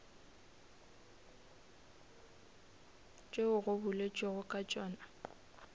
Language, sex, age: Northern Sotho, female, 26